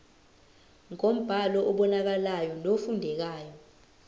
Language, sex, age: Zulu, female, 20